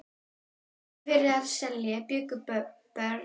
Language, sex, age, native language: Icelandic, female, 12, Icelandic